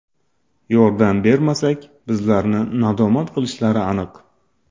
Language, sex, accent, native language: Uzbek, male, Toshkent shahri, Uzbek